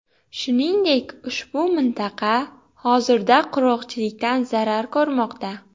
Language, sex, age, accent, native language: Uzbek, female, 18-24, Xorazm, Uzbek